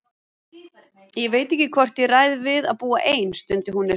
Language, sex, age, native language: Icelandic, female, 40-49, Icelandic